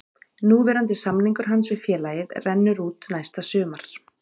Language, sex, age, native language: Icelandic, female, 30-39, Icelandic